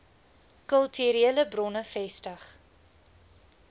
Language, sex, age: Afrikaans, female, 20